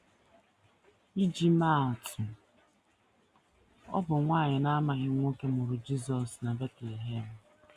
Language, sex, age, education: Igbo, female, 15-29, tertiary